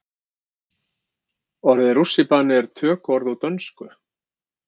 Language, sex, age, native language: Icelandic, male, 50-59, Icelandic